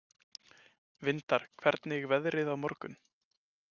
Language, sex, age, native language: Icelandic, male, 20-29, Icelandic